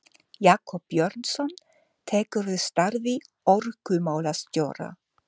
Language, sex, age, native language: Icelandic, female, 50-59, German